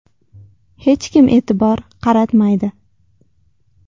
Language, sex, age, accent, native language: Uzbek, female, 19-29, Toshkent shahri, Uzbek